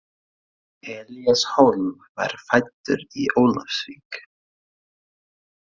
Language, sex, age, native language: Icelandic, male, 20-29, Faroese